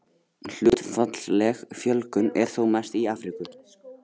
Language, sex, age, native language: Icelandic, male, 80-89, Icelandic